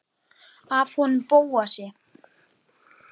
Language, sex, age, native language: Icelandic, male, 9, Icelandic